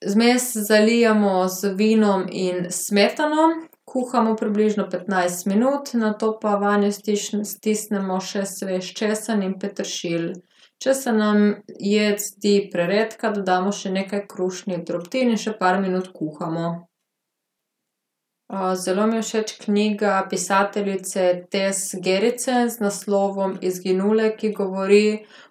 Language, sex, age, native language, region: Slovenian, female, 18-29, Slovenian, Gorica region